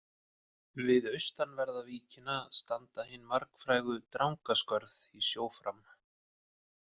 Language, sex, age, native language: Icelandic, male, 50-59, Icelandic